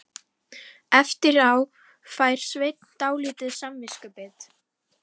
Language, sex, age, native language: Icelandic, female, 11, Icelandic